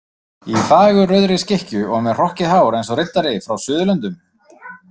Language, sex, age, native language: Icelandic, male, 30-39, Icelandic